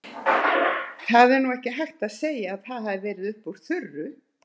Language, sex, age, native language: Icelandic, female, 70-79, Icelandic